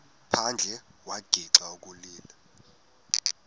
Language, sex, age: Xhosa, male, 18